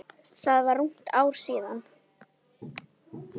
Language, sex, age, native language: Icelandic, female, 10, Icelandic